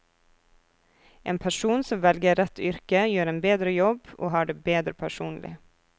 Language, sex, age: Norwegian, female, 24